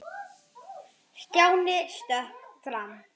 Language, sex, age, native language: Icelandic, female, 7, Icelandic